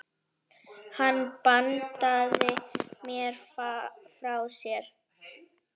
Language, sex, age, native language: Icelandic, female, 10, Icelandic